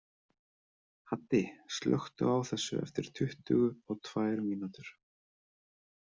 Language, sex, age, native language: Icelandic, male, 30-39, Icelandic